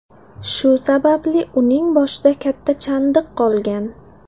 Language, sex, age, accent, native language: Uzbek, female, 19-29, Samarqand, Uzbek